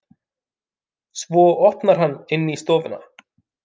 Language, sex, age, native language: Icelandic, male, 30-39, Finnish